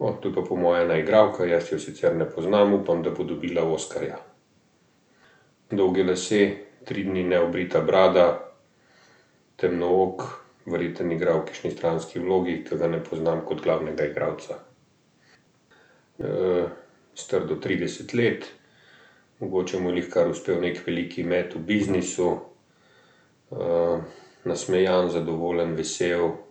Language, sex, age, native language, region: Slovenian, male, 50-59, Slovenian, Central Slovenia